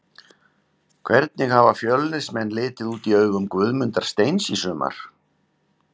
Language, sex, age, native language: Icelandic, male, 50-59, Icelandic